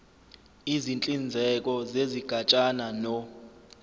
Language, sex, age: Zulu, male, 25